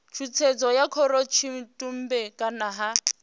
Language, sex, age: Venda, female, 28